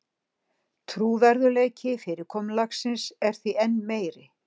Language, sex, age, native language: Icelandic, female, 60-69, Icelandic